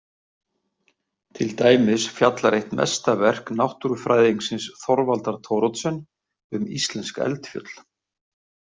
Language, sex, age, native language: Icelandic, male, 50-59, Icelandic